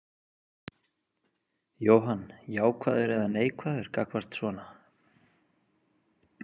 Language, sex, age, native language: Icelandic, male, 30-39, Icelandic